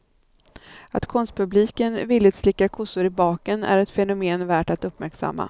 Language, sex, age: Swedish, female, 39